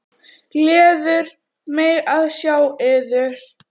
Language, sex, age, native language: Icelandic, female, 9, Icelandic